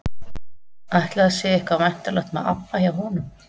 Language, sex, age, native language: Icelandic, female, 40-49, Icelandic